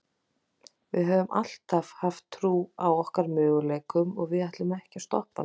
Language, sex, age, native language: Icelandic, female, 40-49, Icelandic